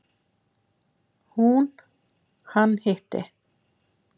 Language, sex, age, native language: Icelandic, female, 7, Icelandic